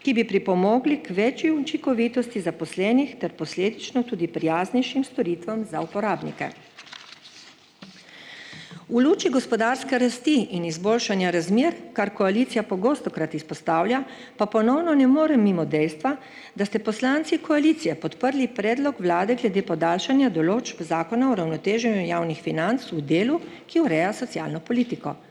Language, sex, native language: Slovenian, female, Slovenian